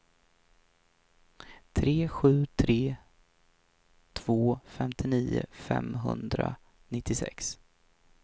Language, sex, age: Swedish, male, 23